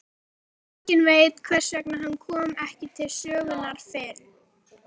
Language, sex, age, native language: Icelandic, female, 13, Icelandic